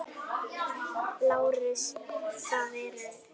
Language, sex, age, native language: Icelandic, female, 10, Icelandic